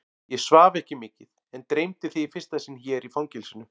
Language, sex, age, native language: Icelandic, male, 40-49, Icelandic